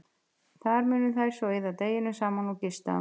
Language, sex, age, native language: Icelandic, female, 50-59, Icelandic